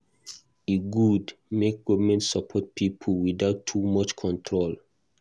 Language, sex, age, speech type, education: Nigerian Pidgin, male, 15-29, read, tertiary